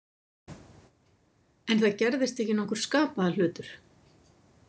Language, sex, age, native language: Icelandic, female, 50-59, Icelandic